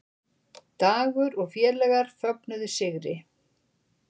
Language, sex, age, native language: Icelandic, female, 60-69, Icelandic